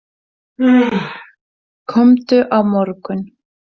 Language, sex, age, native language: Icelandic, female, 40-49, Icelandic